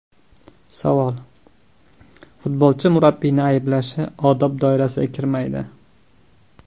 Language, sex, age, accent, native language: Uzbek, male, 19-29, Andijon, Uzbek